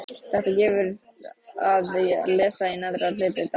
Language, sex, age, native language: Icelandic, female, 15, Icelandic